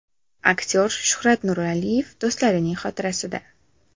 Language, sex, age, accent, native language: Uzbek, female, 18-24, Samarqand, Uzbek